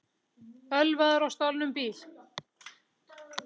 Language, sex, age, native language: Icelandic, female, 40-49, Icelandic